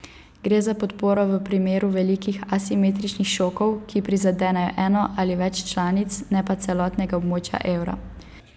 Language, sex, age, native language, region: Slovenian, female, 18-29, Slovenian, Savinja region